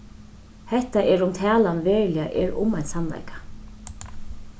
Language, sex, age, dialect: Faroese, female, 36-60, Suðurstreymoy